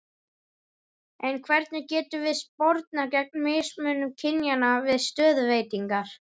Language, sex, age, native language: Icelandic, male, 11, Icelandic